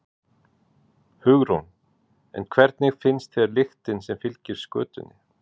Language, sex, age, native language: Icelandic, male, 40-49, Icelandic